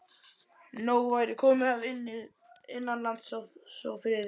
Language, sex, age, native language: Icelandic, male, 11, Icelandic